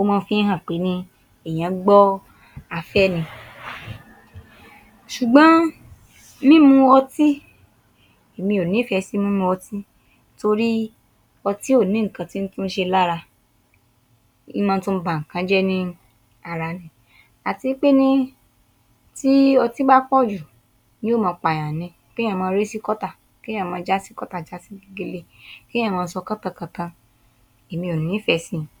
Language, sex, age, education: Yoruba, female, 30-45, tertiary